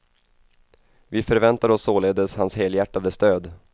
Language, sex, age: Swedish, male, 28